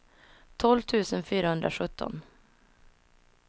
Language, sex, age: Swedish, female, 26